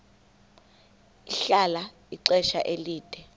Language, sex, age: Xhosa, female, 21